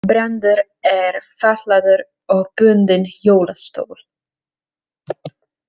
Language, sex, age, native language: Icelandic, female, 30-39, Czech